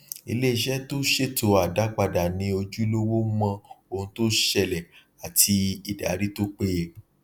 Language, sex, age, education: Yoruba, male, 30-45, tertiary